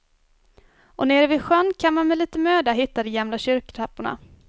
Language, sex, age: Swedish, female, 24